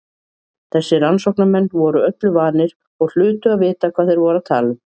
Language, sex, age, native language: Icelandic, female, 40-49, Icelandic